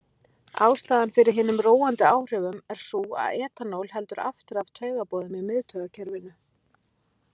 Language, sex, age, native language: Icelandic, female, 40-49, Icelandic